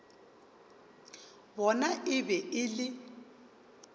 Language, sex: Northern Sotho, male